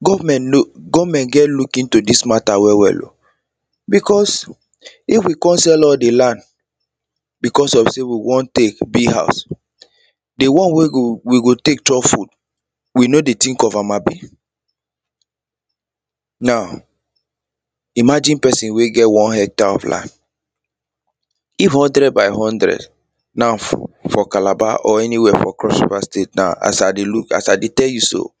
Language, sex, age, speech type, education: Nigerian Pidgin, male, 30-45, spontaneous, tertiary